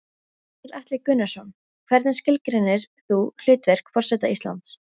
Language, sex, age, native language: Icelandic, female, 14, Icelandic